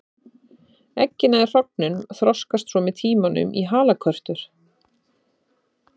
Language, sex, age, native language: Icelandic, female, 30-39, Icelandic